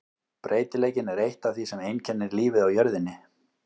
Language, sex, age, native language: Icelandic, male, 18-19, Icelandic